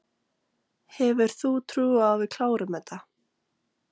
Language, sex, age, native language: Icelandic, female, 18-19, Icelandic